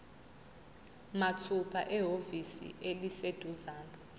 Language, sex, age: Zulu, female, 20